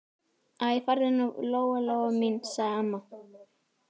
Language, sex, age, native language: Icelandic, female, 11, Icelandic